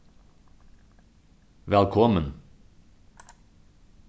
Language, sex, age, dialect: Faroese, male, 36-60, Suðurstreymoy